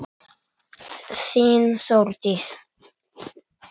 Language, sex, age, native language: Icelandic, male, 9, Icelandic